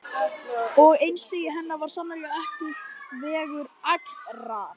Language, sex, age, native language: Icelandic, male, 12, Icelandic